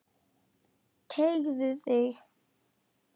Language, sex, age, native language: Icelandic, male, 8, Icelandic